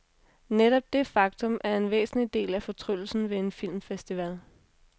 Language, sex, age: Danish, female, 26